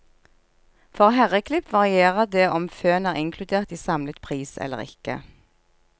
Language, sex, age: Norwegian, female, 46